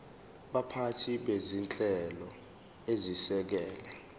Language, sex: Zulu, male